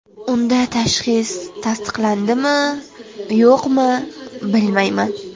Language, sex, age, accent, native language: Uzbek, female, 12-17, Jizzax, Uzbek